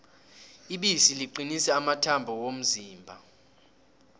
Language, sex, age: South Ndebele, male, 18